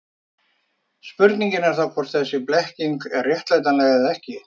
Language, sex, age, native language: Icelandic, male, 50-59, Icelandic